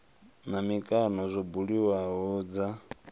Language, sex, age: Venda, male, 23